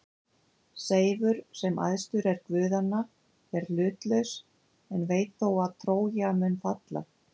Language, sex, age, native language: Icelandic, female, 50-59, Icelandic